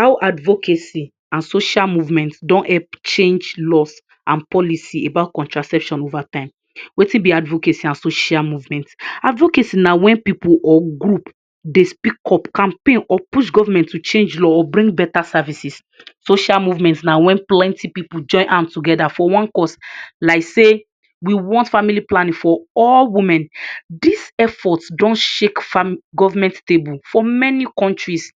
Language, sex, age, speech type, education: Nigerian Pidgin, female, 46-60, spontaneous, tertiary